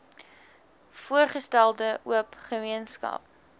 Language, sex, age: Afrikaans, female, 19